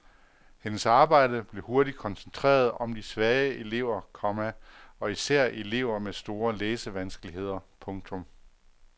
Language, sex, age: Danish, male, 48